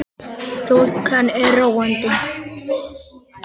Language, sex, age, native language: Icelandic, male, 10, Icelandic